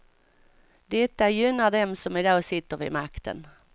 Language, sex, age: Swedish, female, 55